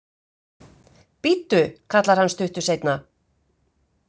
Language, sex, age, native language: Icelandic, female, 50-59, Icelandic